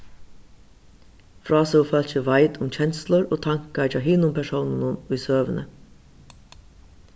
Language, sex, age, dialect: Faroese, female, 36-60, Suðurstreymoy